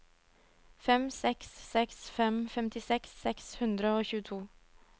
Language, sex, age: Norwegian, female, 22